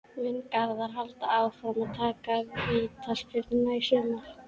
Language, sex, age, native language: Icelandic, female, 12, Icelandic